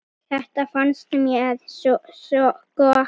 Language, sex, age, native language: Icelandic, female, 9, Icelandic